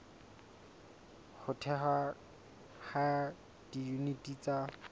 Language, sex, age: Southern Sotho, male, 20